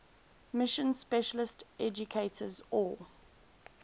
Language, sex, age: English, female, 22